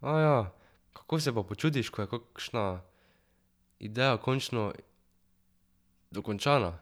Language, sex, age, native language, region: Slovenian, male, 12-17, Slovenian, Drava region